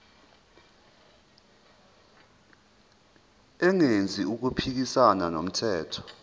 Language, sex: Zulu, male